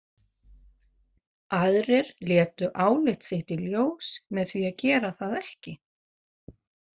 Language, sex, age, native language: Icelandic, female, 50-59, Faroese